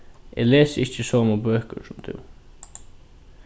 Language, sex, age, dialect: Faroese, male, 15-35, Norðurstreymoy/Eysturoy